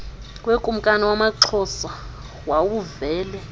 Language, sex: Xhosa, female